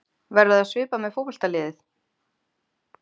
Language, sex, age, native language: Icelandic, female, 30-39, Icelandic